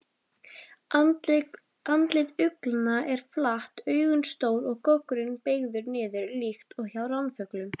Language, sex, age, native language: Icelandic, female, 20-29, Icelandic